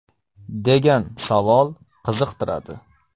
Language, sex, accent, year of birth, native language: Uzbek, male, Farg'ona, 1995, Uzbek